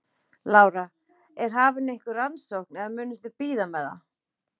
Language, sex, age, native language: Icelandic, female, 40-49, Icelandic